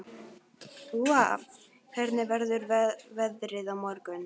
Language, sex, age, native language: Icelandic, female, 12, Icelandic